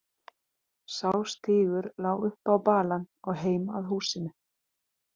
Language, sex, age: Icelandic, female, 30-39